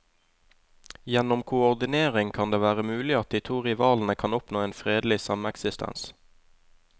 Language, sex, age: Norwegian, male, 20